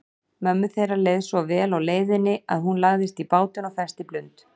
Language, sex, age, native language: Icelandic, female, 40-49, Icelandic